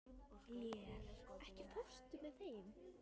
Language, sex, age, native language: Icelandic, female, 13, Icelandic